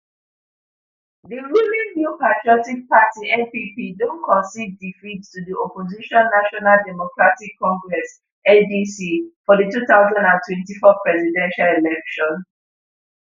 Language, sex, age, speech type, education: Nigerian Pidgin, female, 15-29, spontaneous, tertiary